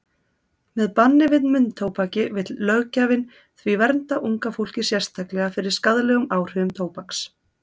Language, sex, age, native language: Icelandic, female, 30-39, Icelandic